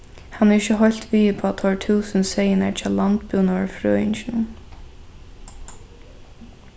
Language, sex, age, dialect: Faroese, female, 15-35, Norðurstreymoy/Eysturoy